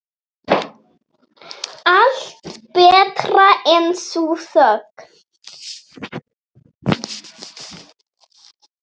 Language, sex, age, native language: Icelandic, female, 7, Icelandic